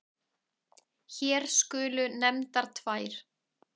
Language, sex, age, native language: Icelandic, male, 6, Icelandic